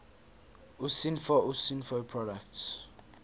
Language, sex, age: English, male, 22